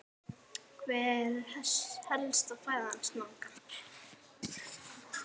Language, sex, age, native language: Icelandic, female, 18-19, Icelandic